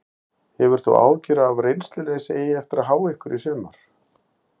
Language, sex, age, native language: Icelandic, male, 50-59, Icelandic